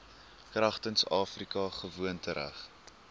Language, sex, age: Afrikaans, male, 19